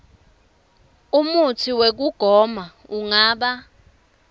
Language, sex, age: Swati, female, 24